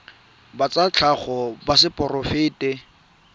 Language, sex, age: Tswana, male, 23